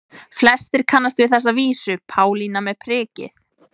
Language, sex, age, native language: Icelandic, female, 20-29, Icelandic